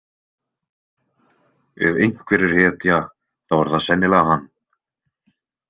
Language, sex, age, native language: Icelandic, male, 20-29, Icelandic